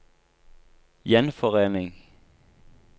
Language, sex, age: Norwegian, male, 23